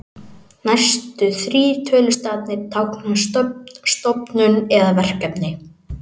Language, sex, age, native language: Icelandic, male, 18-19, Icelandic